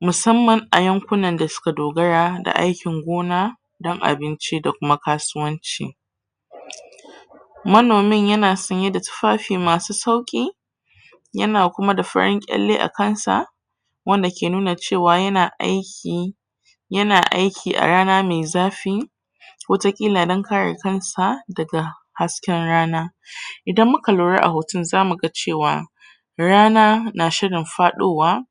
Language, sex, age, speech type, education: Hausa, female, 30-45, spontaneous, tertiary